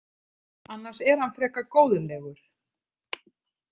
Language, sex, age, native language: Icelandic, female, 50-59, Icelandic